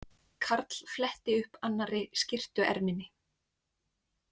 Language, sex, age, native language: Icelandic, female, 20-29, Icelandic